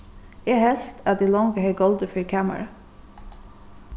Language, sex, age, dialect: Faroese, female, 36-60, Suðurstreymoy